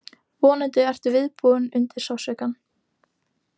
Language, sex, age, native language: Icelandic, female, 18-19, Icelandic